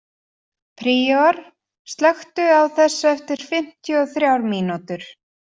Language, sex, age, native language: Icelandic, female, 40-49, Icelandic